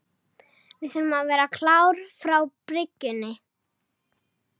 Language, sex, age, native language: Icelandic, female, 18-19, Icelandic